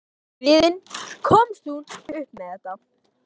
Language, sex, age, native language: Icelandic, male, 13, Icelandic